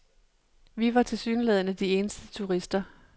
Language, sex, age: Danish, female, 37